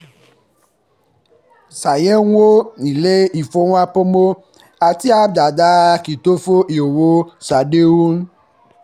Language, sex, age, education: Yoruba, male, 15-29, tertiary